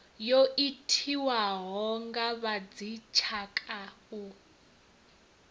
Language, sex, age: Venda, female, 22